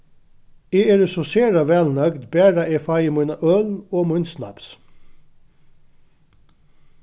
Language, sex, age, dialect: Faroese, male, 36-60, Norðuroyggjar